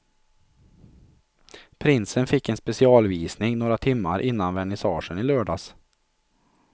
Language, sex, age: Swedish, male, 43